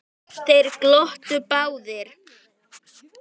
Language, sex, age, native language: Icelandic, male, 10, Icelandic